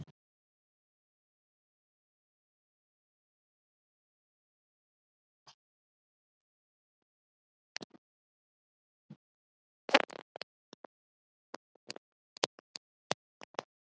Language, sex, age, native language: Icelandic, female, 40-49, Icelandic